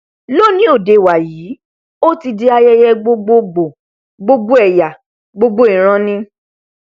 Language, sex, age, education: Yoruba, female, 15-29, tertiary